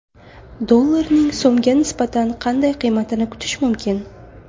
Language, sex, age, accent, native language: Uzbek, female, 18-24, Buxoro, Uzbek